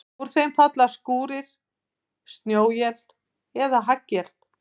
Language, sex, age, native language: Icelandic, female, 50-59, Icelandic